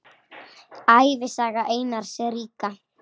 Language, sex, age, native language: Icelandic, female, 8, Icelandic